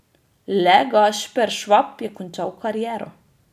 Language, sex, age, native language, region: Slovenian, female, 30-49, Slovenian, Drava region